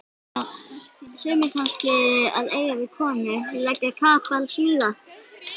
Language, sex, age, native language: Icelandic, female, 11, Icelandic